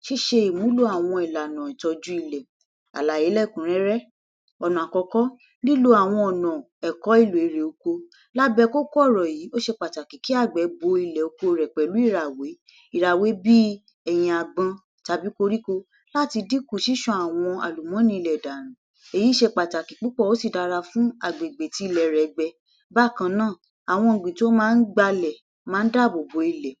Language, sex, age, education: Yoruba, female, 60+, tertiary